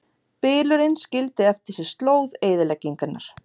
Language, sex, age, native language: Icelandic, female, 40-49, Icelandic